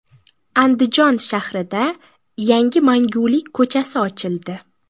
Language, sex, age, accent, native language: Uzbek, female, 18-24, Buxoro, Uzbek